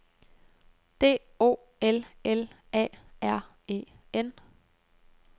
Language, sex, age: Danish, female, 29